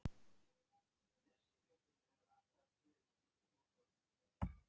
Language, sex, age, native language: Icelandic, other, 80-89, Icelandic